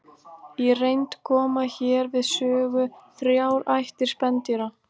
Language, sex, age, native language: Icelandic, female, 18-19, Icelandic